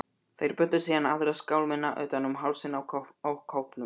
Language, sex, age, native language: Icelandic, male, 12, Icelandic